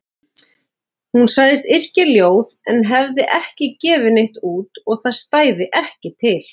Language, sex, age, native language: Icelandic, female, 40-49, Icelandic